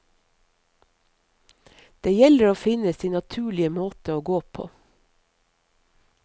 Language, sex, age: Norwegian, female, 50